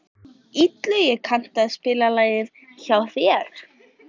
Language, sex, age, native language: Icelandic, female, 14, Icelandic